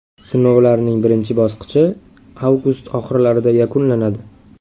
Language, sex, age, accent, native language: Uzbek, male, 18-24, Sirdaryo, Uzbek